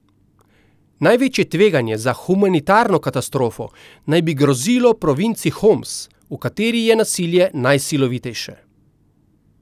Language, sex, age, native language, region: Slovenian, male, 50-59, Slovenian, Central Slovenia